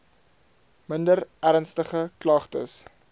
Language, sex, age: Afrikaans, male, 22